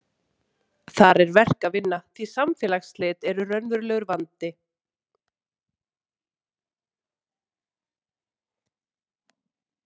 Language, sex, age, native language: Icelandic, female, 30-39, Icelandic